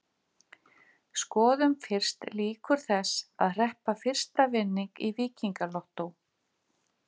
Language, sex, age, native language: Icelandic, female, 50-59, Icelandic